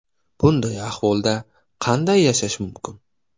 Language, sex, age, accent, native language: Uzbek, male, 25-34, Navoiy, Uzbek